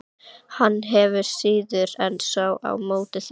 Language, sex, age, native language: Icelandic, female, 12, Icelandic